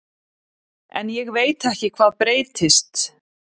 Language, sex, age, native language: Icelandic, female, 30-39, Icelandic